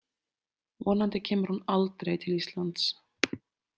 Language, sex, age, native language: Icelandic, female, 30-39, Icelandic